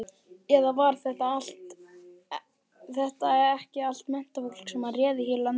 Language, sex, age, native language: Icelandic, male, 11, Icelandic